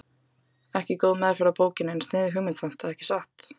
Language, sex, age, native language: Icelandic, female, 18-19, Icelandic